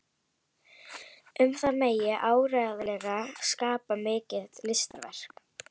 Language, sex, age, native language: Icelandic, female, 11, Icelandic